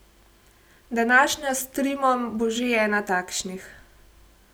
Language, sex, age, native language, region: Slovenian, female, 18-29, Slovenian, Gorenjska region